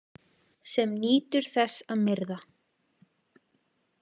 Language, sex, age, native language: Icelandic, female, 20-29, Icelandic